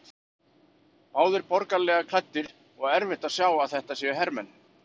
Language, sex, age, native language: Icelandic, male, 40-49, Icelandic